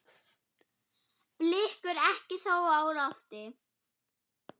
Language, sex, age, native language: Icelandic, female, 9, German